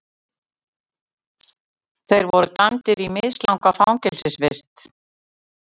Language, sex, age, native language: Icelandic, female, 60-69, Icelandic